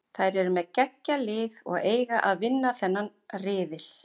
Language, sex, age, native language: Icelandic, female, 50-59, Icelandic